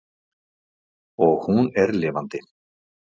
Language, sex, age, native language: Icelandic, male, 50-59, Icelandic